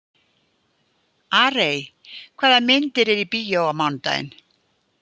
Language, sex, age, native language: Icelandic, female, 80-89, Icelandic